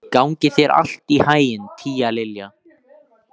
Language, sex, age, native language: Icelandic, male, 18-19, Icelandic